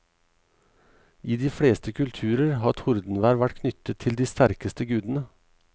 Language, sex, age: Norwegian, male, 38